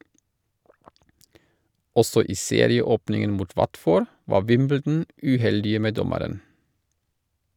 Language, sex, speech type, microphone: Norwegian, male, read, Shure